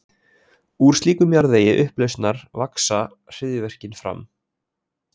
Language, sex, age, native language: Icelandic, male, 20-29, Icelandic